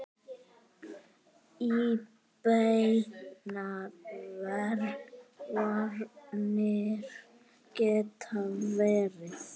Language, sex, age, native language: Icelandic, male, 8, Icelandic